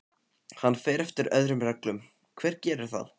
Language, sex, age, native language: Icelandic, male, 15, Icelandic